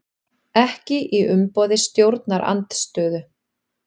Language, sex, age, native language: Icelandic, female, 40-49, Icelandic